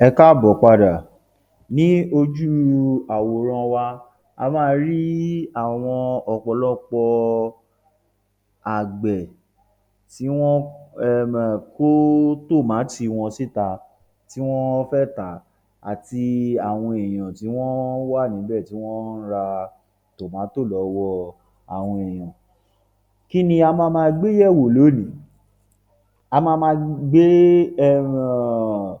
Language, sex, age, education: Yoruba, male, 30-45, tertiary